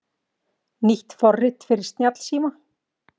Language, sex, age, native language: Icelandic, female, 40-49, Icelandic